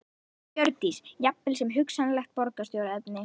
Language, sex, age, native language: Icelandic, female, 11, Icelandic